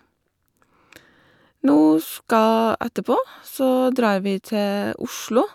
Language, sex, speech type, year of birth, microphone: Norwegian, female, spontaneous, 1985, Shure